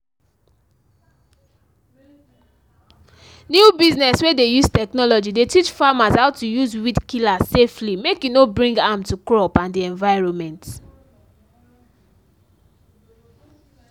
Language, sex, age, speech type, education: Nigerian Pidgin, female, 15-29, spontaneous, tertiary